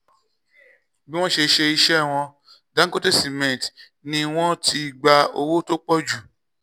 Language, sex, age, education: Yoruba, male, 30-45, tertiary